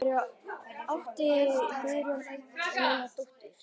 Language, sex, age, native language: Icelandic, male, 10, Icelandic